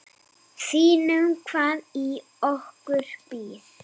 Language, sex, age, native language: Icelandic, female, 7, Icelandic